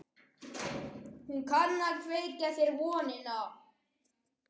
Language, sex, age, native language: Icelandic, male, 13, Icelandic